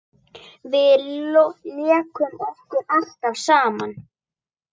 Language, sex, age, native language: Icelandic, female, 9, Icelandic